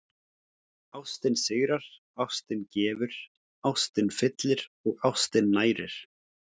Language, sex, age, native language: Icelandic, male, 17, Icelandic